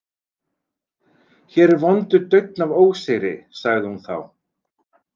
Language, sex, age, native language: Icelandic, male, 40-49, Icelandic